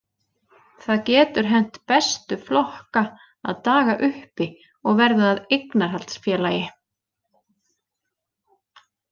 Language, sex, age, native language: Icelandic, female, 30-39, Icelandic